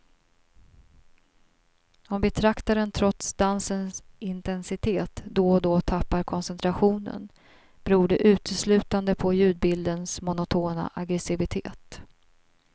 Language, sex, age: Swedish, female, 42